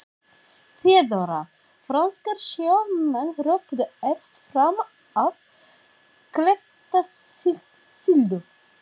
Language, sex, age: Icelandic, female, 40-49